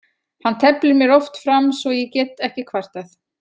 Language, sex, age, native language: Icelandic, female, 40-49, Icelandic